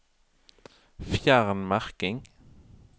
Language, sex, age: Norwegian, male, 31